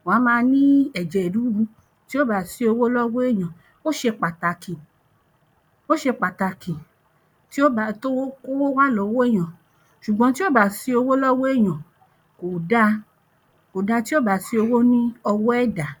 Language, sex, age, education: Yoruba, female, 30-45, primary